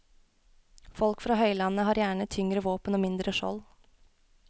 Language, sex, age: Norwegian, female, 21